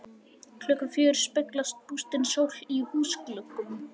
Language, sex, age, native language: Icelandic, male, 11, Icelandic